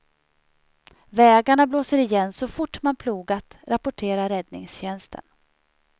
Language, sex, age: Swedish, female, 37